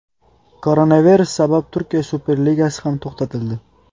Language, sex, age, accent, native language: Uzbek, male, 18-24, Qashqadaryo, Uzbek